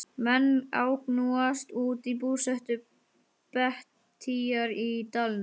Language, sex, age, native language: Icelandic, male, 12, Icelandic